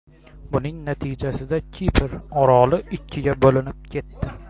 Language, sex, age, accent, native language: Uzbek, male, 18-24, Xorazm, Uzbek